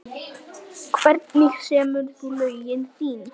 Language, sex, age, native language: Icelandic, male, 9, Icelandic